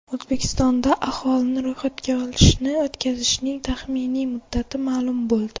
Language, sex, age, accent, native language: Uzbek, female, under 19, Xorazm, Uzbek